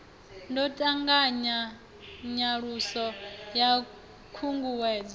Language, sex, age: Venda, female, 28